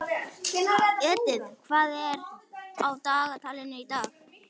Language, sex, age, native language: Icelandic, male, 11, Icelandic